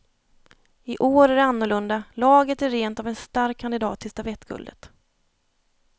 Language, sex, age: Swedish, female, 30